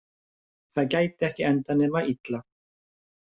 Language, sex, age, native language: Icelandic, male, 50-59, Icelandic